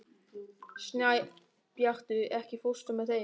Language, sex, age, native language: Icelandic, male, 13, German